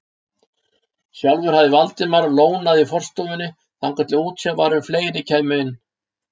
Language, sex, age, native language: Icelandic, male, 60-69, Icelandic